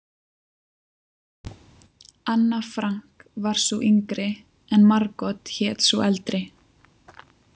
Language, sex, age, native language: Icelandic, female, 20-29, Icelandic